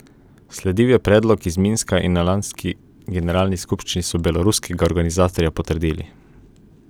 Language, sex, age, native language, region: Slovenian, male, 18-29, Slovenian, Coastal Karst region